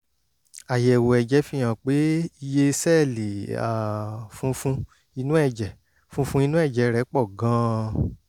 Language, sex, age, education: Yoruba, male, 30-45, tertiary